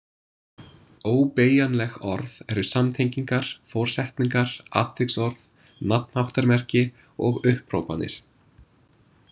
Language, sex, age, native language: Icelandic, male, 20-29, English